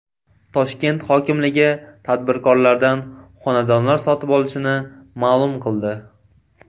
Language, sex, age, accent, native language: Uzbek, male, 18-24, Toshkent viloyati, Uzbek